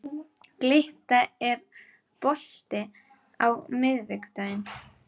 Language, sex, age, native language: Icelandic, female, 12, Icelandic